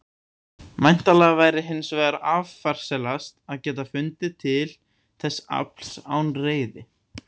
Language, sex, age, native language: Icelandic, male, 18-19, Icelandic